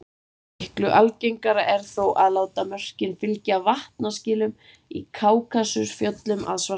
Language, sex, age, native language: Icelandic, female, 30-39, Icelandic